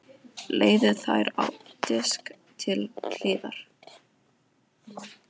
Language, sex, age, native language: Icelandic, female, 12, Icelandic